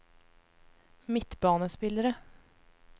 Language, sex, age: Norwegian, female, 24